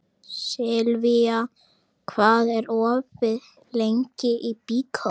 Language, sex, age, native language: Icelandic, female, 30-39, Icelandic